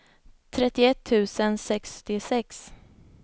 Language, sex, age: Swedish, female, 25